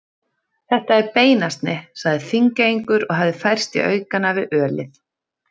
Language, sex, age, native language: Icelandic, female, 30-39, Icelandic